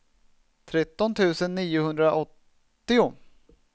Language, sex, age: Swedish, male, 27